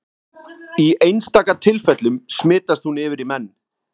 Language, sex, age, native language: Icelandic, male, 30-39, Icelandic